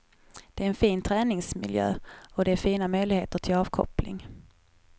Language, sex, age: Swedish, female, 21